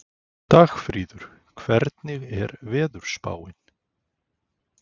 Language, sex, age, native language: Icelandic, male, 40-49, Icelandic